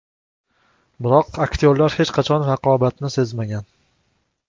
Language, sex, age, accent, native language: Uzbek, male, 25-34, Toshkent shahri, Uzbek